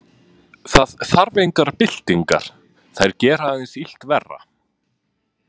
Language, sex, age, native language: Icelandic, male, 20-29, Icelandic